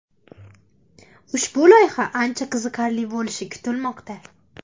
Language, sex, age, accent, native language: Uzbek, female, under 19, Andijon, Uzbek